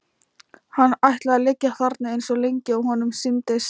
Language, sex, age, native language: Icelandic, female, 13, Thai